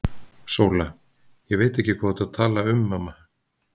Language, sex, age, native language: Icelandic, male, 50-59, Icelandic